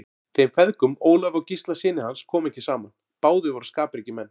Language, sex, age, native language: Icelandic, male, 40-49, Icelandic